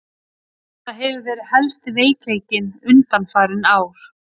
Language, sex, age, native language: Icelandic, female, 30-39, Icelandic